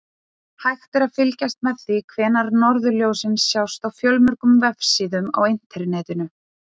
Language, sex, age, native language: Icelandic, female, 30-39, Icelandic